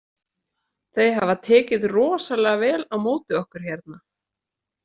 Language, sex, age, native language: Icelandic, female, 30-39, Icelandic